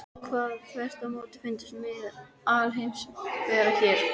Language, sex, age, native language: Icelandic, female, 13, Icelandic